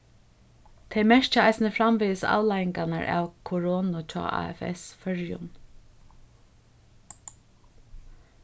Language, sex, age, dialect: Faroese, female, 36-60, Suðurstreymoy